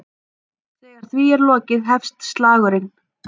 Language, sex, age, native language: Icelandic, female, 30-39, Icelandic